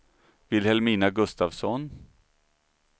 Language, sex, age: Swedish, male, 39